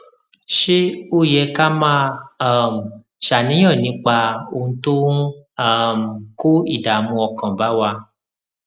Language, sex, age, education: Yoruba, male, 30-45, tertiary